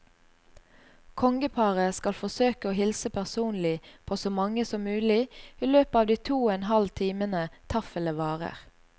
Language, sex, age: Norwegian, female, 38